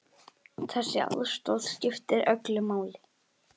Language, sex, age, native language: Icelandic, female, 8, Icelandic